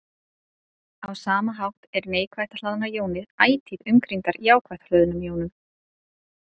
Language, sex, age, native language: Icelandic, female, 30-39, Icelandic